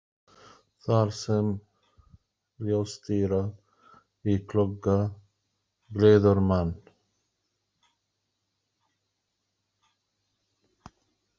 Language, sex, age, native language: Icelandic, male, 40-49, Arabic